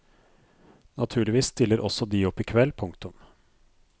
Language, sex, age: Norwegian, male, 42